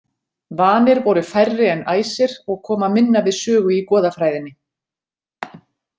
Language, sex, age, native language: Icelandic, female, 40-49, Icelandic